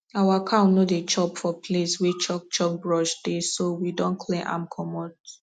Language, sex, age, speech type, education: Nigerian Pidgin, female, 15-29, spontaneous, tertiary